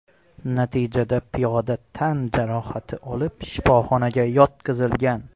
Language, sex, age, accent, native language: Uzbek, male, 18-24, Xorazm, Uzbek